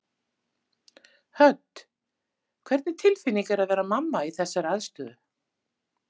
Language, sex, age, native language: Icelandic, female, 50-59, Icelandic